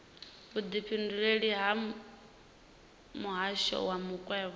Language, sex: Venda, female